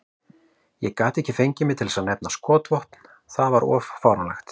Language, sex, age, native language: Icelandic, male, 40-49, Icelandic